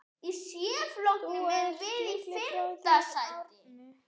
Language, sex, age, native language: Icelandic, female, 8, Icelandic